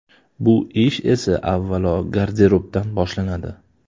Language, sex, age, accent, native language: Uzbek, male, 25-34, Toshkent shahri, Uzbek